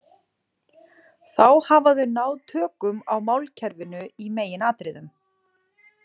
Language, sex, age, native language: Icelandic, female, 40-49, Icelandic